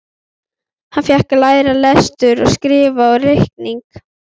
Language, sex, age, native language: Icelandic, female, 11, Icelandic